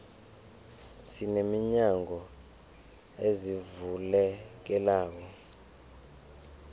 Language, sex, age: South Ndebele, male, 24